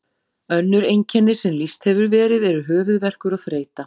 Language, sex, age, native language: Icelandic, female, 40-49, Icelandic